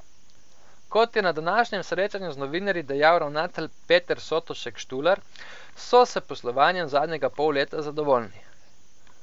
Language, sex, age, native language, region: Slovenian, male, 18-29, Slovenian, Coastal Karst region